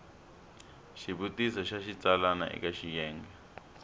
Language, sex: Tsonga, male